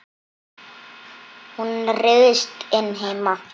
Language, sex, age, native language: Icelandic, male, 8, Icelandic